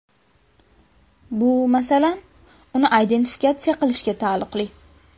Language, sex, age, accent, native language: Uzbek, female, under 19, Buxoro, Uzbek